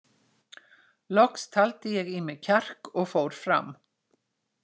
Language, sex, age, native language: Icelandic, female, 60-69, Icelandic